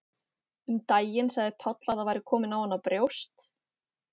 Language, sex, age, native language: Icelandic, female, 18-19, Icelandic